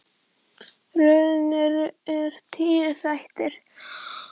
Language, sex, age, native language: Icelandic, female, 10, Icelandic